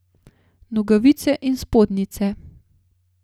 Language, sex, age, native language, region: Slovenian, female, 30-49, Slovenian, Gorenjska region